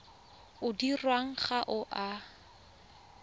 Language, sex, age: Tswana, female, 20